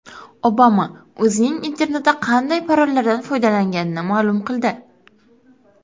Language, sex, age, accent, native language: Uzbek, female, under 19, Qoraqalpog'iston, Karakalpak